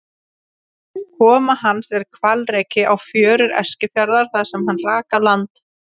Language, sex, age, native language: Icelandic, female, 30-39, Icelandic